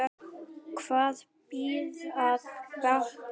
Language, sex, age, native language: Icelandic, male, 9, Icelandic